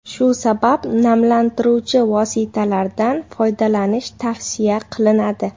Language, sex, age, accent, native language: Uzbek, female, 18-24, Namangan, Uzbek